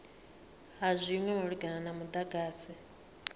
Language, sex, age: Venda, female, 39